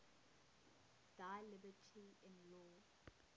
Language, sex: English, female